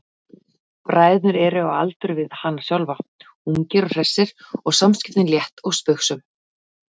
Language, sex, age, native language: Icelandic, female, 40-49, Icelandic